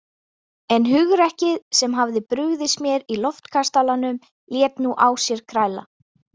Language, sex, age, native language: Icelandic, female, 20-29, Icelandic